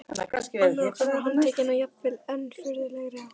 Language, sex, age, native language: Icelandic, female, 12, Icelandic